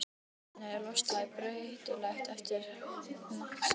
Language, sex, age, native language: Icelandic, female, 12, Icelandic